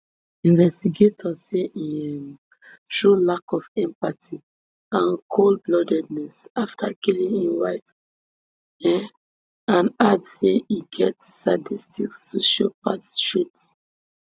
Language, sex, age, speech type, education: Nigerian Pidgin, female, 15-29, spontaneous, tertiary